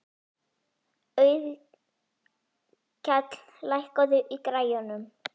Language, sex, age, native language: Icelandic, female, 11, Icelandic